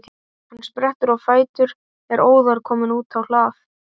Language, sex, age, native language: Icelandic, male, 18-19, Icelandic